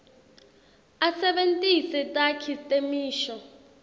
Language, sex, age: Swati, female, 20